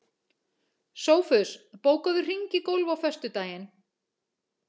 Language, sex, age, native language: Icelandic, female, 40-49, Icelandic